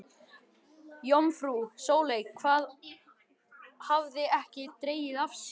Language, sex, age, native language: Icelandic, male, 11, Icelandic